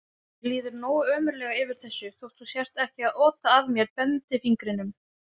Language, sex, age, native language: Icelandic, female, 20-29, Icelandic